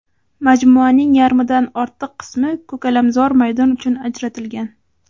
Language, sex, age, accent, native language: Uzbek, female, 18-24, Samarqand, Uzbek